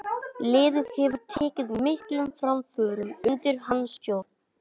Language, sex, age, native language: Icelandic, male, 18-19, Icelandic